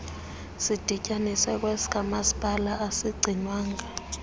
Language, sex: Xhosa, female